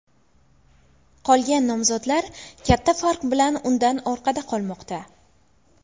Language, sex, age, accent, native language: Uzbek, female, under 19, Buxoro, Uzbek